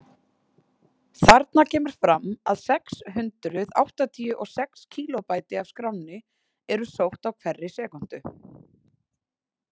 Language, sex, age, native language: Icelandic, female, 20-29, Icelandic